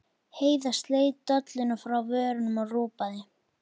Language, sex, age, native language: Icelandic, female, 11, Icelandic